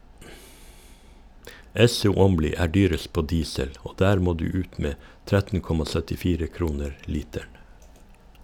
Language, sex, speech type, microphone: Norwegian, male, read, Shure